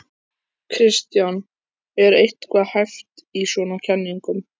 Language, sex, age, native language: Icelandic, male, 14, Icelandic